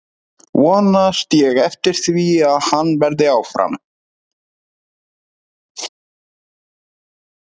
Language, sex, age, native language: Icelandic, male, 30-39, Icelandic